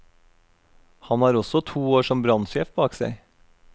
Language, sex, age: Norwegian, male, 32